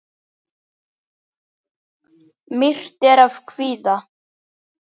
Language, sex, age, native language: Icelandic, male, 10, Icelandic